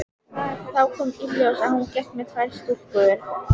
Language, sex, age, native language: Icelandic, female, 14, Icelandic